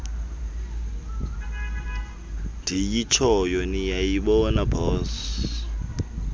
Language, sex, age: Xhosa, male, 20